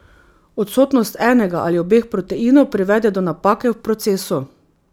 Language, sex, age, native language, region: Slovenian, female, 30-49, Slovenian, Drava region